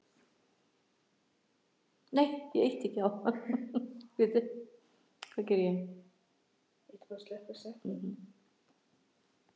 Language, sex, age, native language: Icelandic, female, 60-69, Icelandic